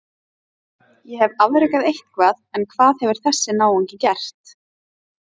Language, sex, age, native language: Icelandic, female, 30-39, Icelandic